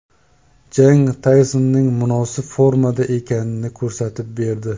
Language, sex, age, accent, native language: Uzbek, male, 30-39, Surxondaryo, Uzbek